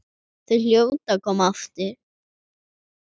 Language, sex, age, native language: Icelandic, male, 9, Icelandic